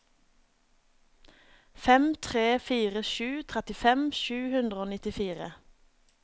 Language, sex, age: Norwegian, female, 27